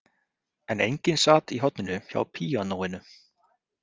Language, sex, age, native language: Icelandic, male, 30-39, Icelandic